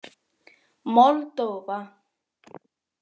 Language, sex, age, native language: Icelandic, female, 20-29, Icelandic